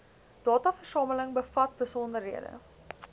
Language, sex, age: Afrikaans, female, 19